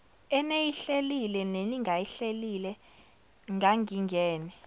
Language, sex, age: Zulu, female, 17